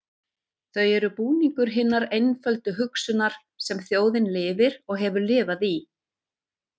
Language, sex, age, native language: Icelandic, female, 50-59, Icelandic